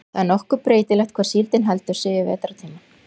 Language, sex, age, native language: Icelandic, female, 40-49, Icelandic